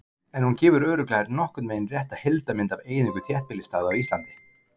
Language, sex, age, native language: Icelandic, male, 40-49, Icelandic